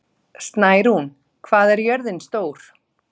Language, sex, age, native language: Icelandic, female, 30-39, Icelandic